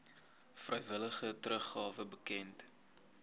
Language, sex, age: Afrikaans, male, 21